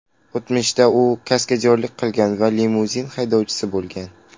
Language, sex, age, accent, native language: Uzbek, male, under 19, Qashqadaryo, Uzbek